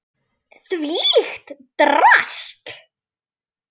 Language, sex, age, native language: Icelandic, female, 8, Icelandic